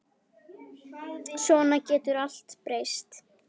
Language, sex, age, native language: Icelandic, female, 10, Icelandic